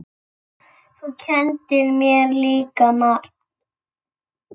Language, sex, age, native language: Icelandic, female, 6, Icelandic